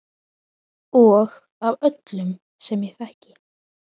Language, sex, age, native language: Icelandic, female, 12, Icelandic